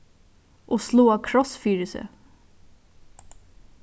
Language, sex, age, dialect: Faroese, female, 15-35, Suðurstreymoy